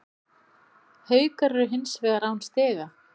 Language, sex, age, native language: Icelandic, female, 30-39, Icelandic